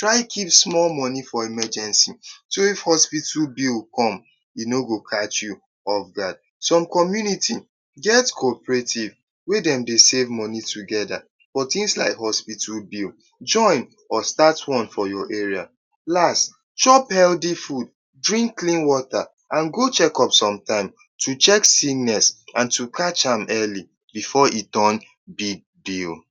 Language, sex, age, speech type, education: Nigerian Pidgin, male, 15-29, spontaneous, tertiary